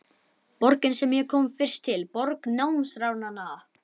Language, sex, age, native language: Icelandic, male, 11, Icelandic